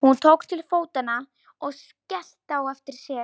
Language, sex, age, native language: Icelandic, male, 40-49, Polish